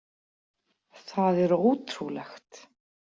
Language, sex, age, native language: Icelandic, female, 40-49, Icelandic